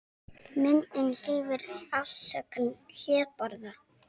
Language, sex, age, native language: Icelandic, female, 18-19, Icelandic